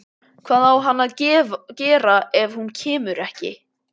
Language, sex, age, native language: Icelandic, male, 12, Icelandic